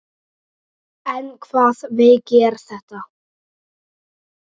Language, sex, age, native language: Icelandic, male, 9, Icelandic